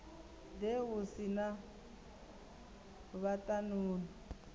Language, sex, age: Venda, female, 19